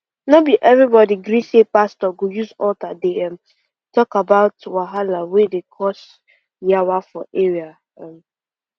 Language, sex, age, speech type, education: Nigerian Pidgin, female, 15-29, spontaneous, secondary